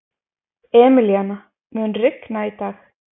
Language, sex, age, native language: Icelandic, female, 20-29, Icelandic